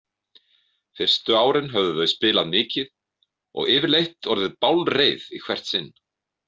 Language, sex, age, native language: Icelandic, male, 50-59, Icelandic